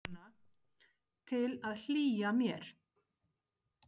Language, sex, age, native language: Icelandic, female, 50-59, Icelandic